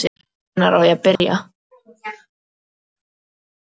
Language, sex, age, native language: Icelandic, female, 12, Icelandic